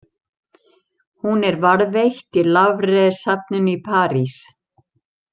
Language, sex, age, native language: Icelandic, female, 70-79, Icelandic